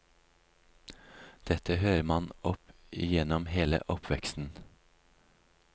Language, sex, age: Norwegian, male, 36